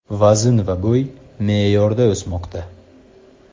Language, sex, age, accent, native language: Uzbek, male, 18-24, Surxondaryo, Uzbek